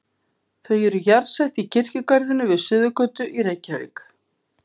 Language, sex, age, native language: Icelandic, female, 50-59, Icelandic